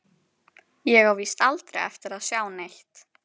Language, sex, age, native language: Icelandic, female, 11, Icelandic